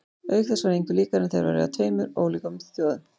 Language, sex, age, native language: Icelandic, female, 40-49, Icelandic